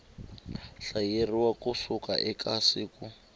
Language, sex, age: Tsonga, male, 25